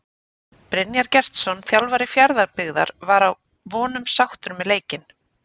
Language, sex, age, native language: Icelandic, female, 30-39, Icelandic